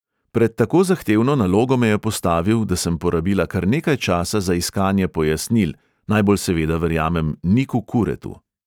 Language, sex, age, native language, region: Slovenian, male, 30-49, Slovenian, Central Slovenia